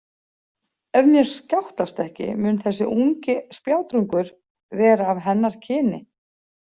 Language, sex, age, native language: Icelandic, female, 40-49, Icelandic